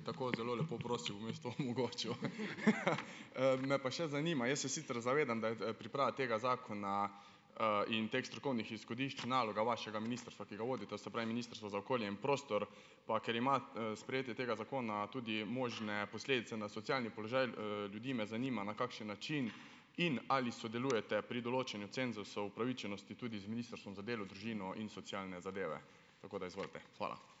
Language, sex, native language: Slovenian, male, Slovenian